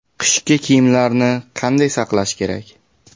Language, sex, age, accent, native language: Uzbek, male, 18-24, Andijon, Uzbek